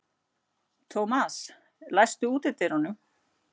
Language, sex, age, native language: Icelandic, female, 40-49, Icelandic